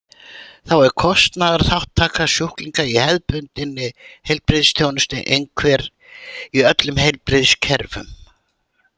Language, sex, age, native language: Icelandic, female, 80-89, Icelandic